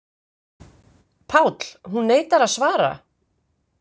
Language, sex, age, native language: Icelandic, female, 50-59, Icelandic